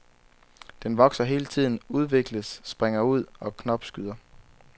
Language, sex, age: Danish, male, 23